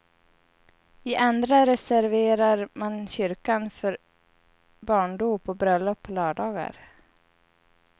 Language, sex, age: Swedish, female, 30